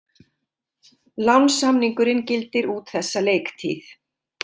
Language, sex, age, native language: Icelandic, female, 50-59, Icelandic